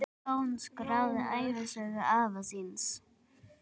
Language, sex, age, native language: Icelandic, female, 9, Icelandic